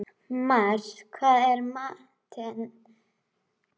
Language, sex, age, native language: Icelandic, female, 12, Icelandic